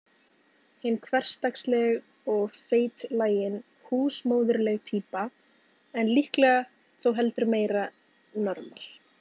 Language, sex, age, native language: Icelandic, female, 18-19, Icelandic